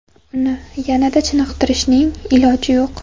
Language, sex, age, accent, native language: Uzbek, female, 18-24, Farg'ona, Uzbek